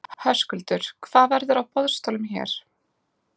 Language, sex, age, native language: Icelandic, female, 20-29, Icelandic